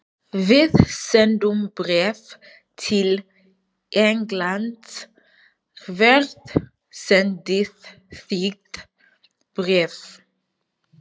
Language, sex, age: Icelandic, female, 20-29